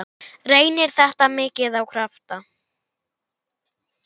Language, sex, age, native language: Icelandic, male, 10, Icelandic